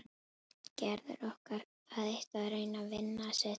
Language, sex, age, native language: Icelandic, female, 11, Icelandic